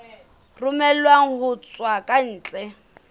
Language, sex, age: Southern Sotho, female, 24